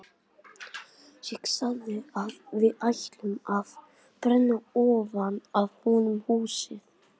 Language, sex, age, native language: Icelandic, male, 18-19, Icelandic